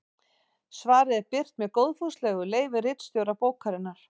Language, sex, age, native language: Icelandic, female, 40-49, Icelandic